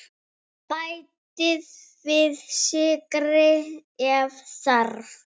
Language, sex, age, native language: Icelandic, female, 7, Icelandic